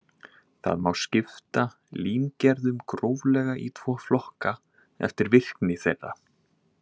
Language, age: Icelandic, 20-29